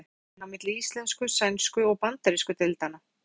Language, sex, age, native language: Icelandic, female, 40-49, Icelandic